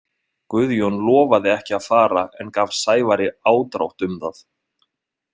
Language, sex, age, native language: Icelandic, male, 20-29, Icelandic